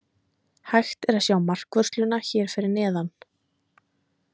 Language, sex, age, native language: Icelandic, female, 20-29, Icelandic